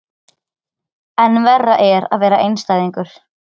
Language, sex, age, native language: Icelandic, other, 13, Icelandic